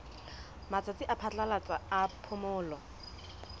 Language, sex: Southern Sotho, female